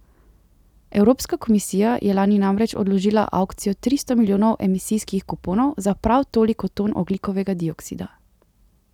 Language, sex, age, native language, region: Slovenian, female, 18-29, Slovenian, Central Slovenia